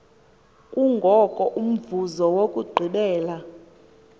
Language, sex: Xhosa, female